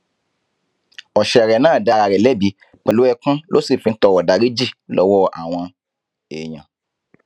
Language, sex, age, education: Yoruba, female, 15-29, tertiary